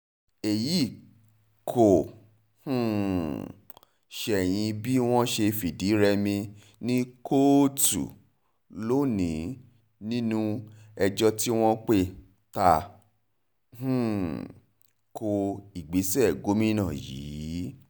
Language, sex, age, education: Yoruba, male, 30-45, tertiary